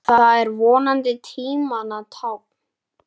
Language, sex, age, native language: Icelandic, male, 9, Icelandic